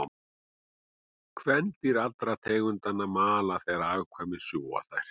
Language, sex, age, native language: Icelandic, male, 40-49, Icelandic